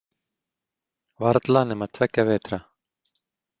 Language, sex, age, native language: Icelandic, male, 40-49, Icelandic